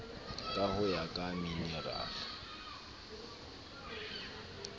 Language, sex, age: Southern Sotho, male, 29